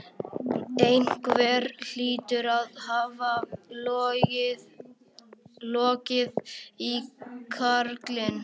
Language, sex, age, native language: Icelandic, male, 11, Icelandic